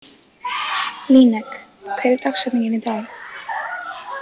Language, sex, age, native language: Icelandic, female, 15, Icelandic